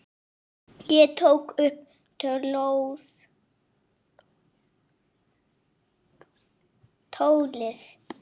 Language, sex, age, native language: Icelandic, female, 9, Icelandic